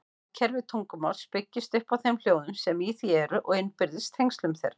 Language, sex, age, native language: Icelandic, female, 50-59, Icelandic